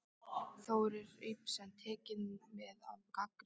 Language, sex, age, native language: Icelandic, female, 13, Icelandic